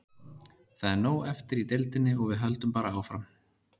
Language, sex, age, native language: Icelandic, male, 30-39, Icelandic